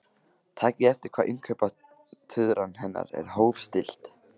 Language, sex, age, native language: Icelandic, male, 15, Icelandic